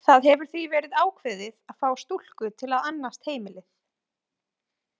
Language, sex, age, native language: Icelandic, female, 20-29, Icelandic